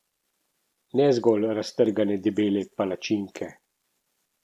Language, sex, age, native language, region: Slovenian, male, 30-49, Slovenian, Central Slovenia